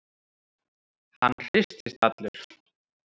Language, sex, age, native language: Icelandic, male, 30-39, Icelandic